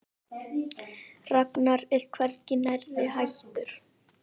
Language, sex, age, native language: Icelandic, male, 10, Icelandic